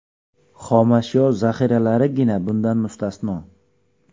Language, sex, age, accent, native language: Uzbek, male, 25-34, Xorazm, Uzbek